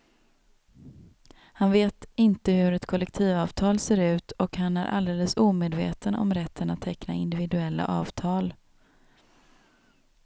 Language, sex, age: Swedish, female, 27